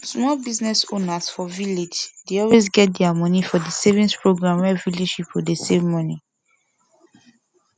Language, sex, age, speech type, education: Nigerian Pidgin, female, 15-29, spontaneous, secondary